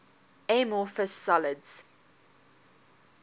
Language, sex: English, female